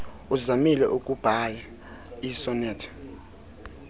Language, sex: Xhosa, male